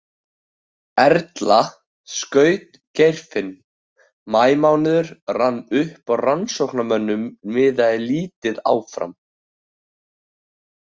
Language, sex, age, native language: Icelandic, male, 18-19, Icelandic